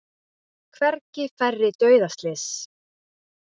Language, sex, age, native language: Icelandic, female, 20-29, Icelandic